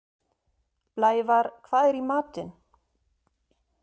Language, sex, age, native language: Icelandic, female, 30-39, German